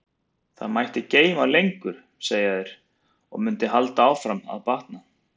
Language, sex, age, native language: Icelandic, male, 40-49, Icelandic